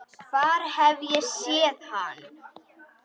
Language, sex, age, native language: Icelandic, female, 10, Icelandic